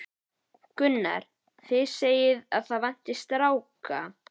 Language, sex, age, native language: Icelandic, male, 11, Icelandic